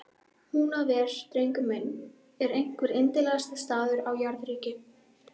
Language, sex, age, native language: Icelandic, female, 12, Icelandic